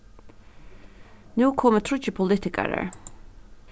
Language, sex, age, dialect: Faroese, female, 15-35, Suðurstreymoy